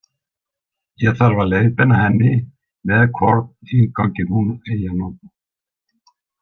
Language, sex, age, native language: Icelandic, male, 60-69, Icelandic